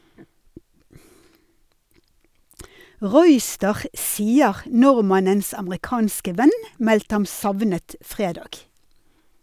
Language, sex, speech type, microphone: Norwegian, female, read, Sennheiser